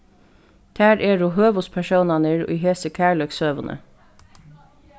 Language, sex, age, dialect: Faroese, female, 15-35, Norðurstreymoy/Eysturoy